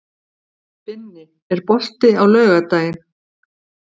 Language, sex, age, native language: Icelandic, female, 50-59, Icelandic